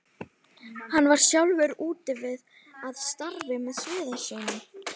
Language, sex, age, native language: Icelandic, female, 12, Icelandic